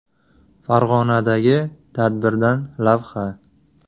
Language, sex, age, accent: Uzbek, male, 18-24, Surxondaryo